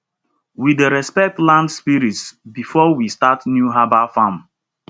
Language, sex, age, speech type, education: Nigerian Pidgin, male, 30-45, spontaneous, tertiary